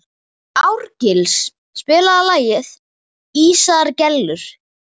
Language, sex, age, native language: Icelandic, male, 11, Icelandic